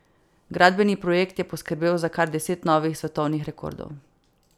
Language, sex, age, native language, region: Slovenian, female, 18-29, Slovenian, Savinja region